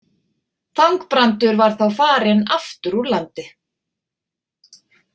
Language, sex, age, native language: Icelandic, female, 40-49, Icelandic